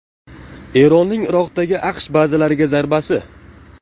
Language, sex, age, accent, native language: Uzbek, male, 18-24, Jizzax, Uzbek